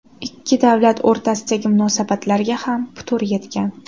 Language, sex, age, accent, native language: Uzbek, female, 18-24, Toshkent shahri, Uzbek